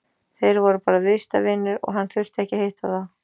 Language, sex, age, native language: Icelandic, female, 40-49, Icelandic